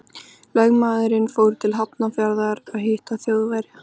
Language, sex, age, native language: Icelandic, female, 13, Icelandic